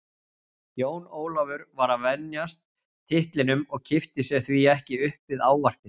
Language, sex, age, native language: Icelandic, male, 40-49, Icelandic